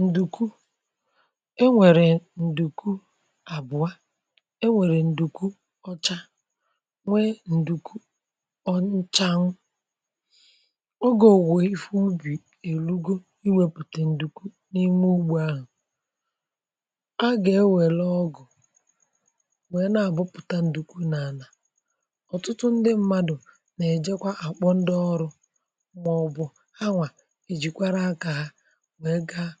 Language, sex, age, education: Igbo, female, 30-45, tertiary